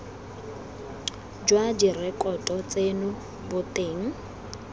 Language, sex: Tswana, female